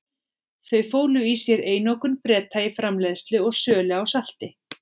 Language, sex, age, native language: Icelandic, female, 40-49, Icelandic